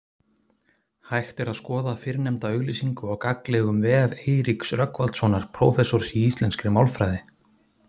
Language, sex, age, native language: Icelandic, male, 30-39, Icelandic